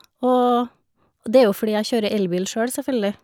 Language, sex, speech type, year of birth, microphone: Norwegian, female, spontaneous, 1971, Shure